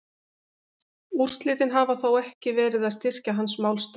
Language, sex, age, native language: Icelandic, female, 50-59, Icelandic